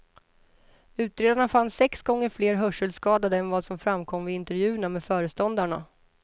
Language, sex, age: Swedish, female, 33